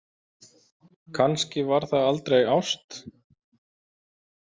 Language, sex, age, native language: Icelandic, male, 20-29, Icelandic